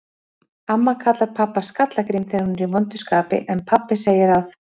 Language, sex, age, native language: Icelandic, female, 40-49, Icelandic